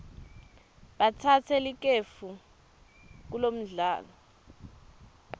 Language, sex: Swati, female